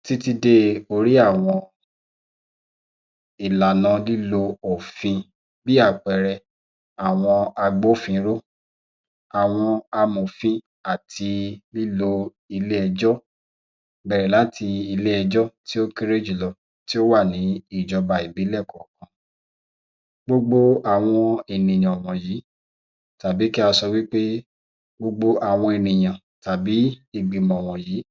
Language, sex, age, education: Yoruba, male, 30-45, tertiary